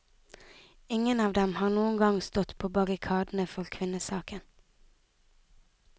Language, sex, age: Norwegian, female, 19